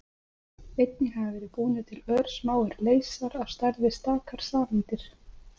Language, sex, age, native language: Icelandic, female, 30-39, Icelandic